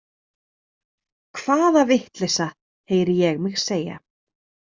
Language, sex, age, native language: Icelandic, female, 30-39, Icelandic